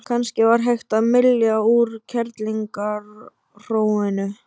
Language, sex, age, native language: Icelandic, male, 12, Icelandic